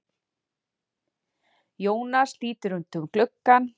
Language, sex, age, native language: Icelandic, female, 40-49, Icelandic